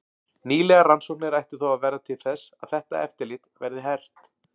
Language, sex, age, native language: Icelandic, male, 40-49, Icelandic